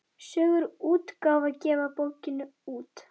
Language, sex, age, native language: Icelandic, female, 10, Icelandic